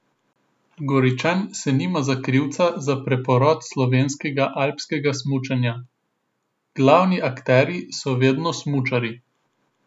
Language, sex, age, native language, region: Slovenian, male, 18-29, Slovenian, Southeast Slovenia